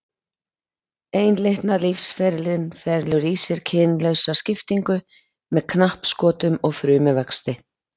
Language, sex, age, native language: Icelandic, female, 50-59, Icelandic